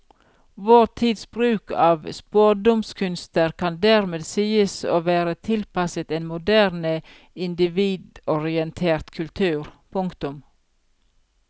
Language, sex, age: Norwegian, female, 42